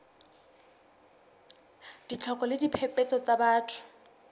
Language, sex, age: Southern Sotho, female, 19